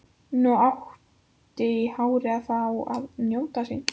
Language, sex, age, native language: Icelandic, female, 14, Icelandic